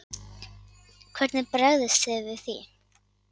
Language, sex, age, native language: Icelandic, male, 50-59, Icelandic